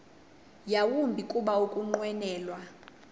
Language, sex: Xhosa, female